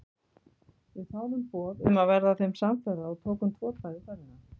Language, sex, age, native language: Icelandic, female, 50-59, Icelandic